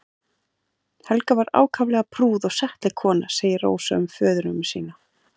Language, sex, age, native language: Icelandic, female, 40-49, Icelandic